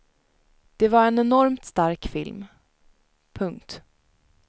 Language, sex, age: Swedish, female, 19